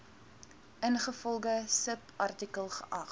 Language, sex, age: Afrikaans, female, 20